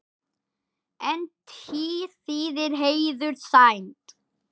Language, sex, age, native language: Icelandic, male, 10, Icelandic